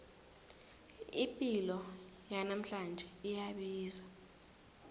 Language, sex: South Ndebele, female